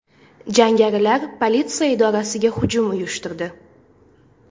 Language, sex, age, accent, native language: Uzbek, female, 19-29, Farg'ona, Uzbek